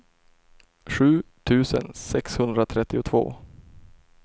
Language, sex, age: Swedish, male, 24